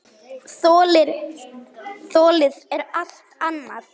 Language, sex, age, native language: Icelandic, male, 9, Icelandic